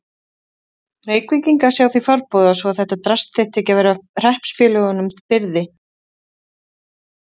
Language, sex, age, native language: Icelandic, female, 30-39, Icelandic